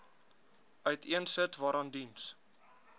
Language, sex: Afrikaans, male